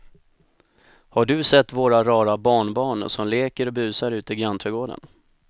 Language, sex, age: Swedish, male, 25